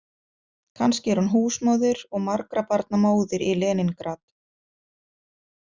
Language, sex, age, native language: Icelandic, female, 50-59, Icelandic